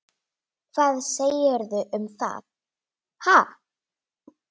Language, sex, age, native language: Icelandic, female, 9, Icelandic